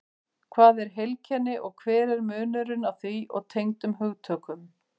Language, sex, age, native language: Icelandic, female, 50-59, Icelandic